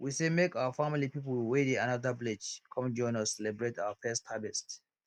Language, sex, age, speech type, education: Nigerian Pidgin, male, 15-29, spontaneous, tertiary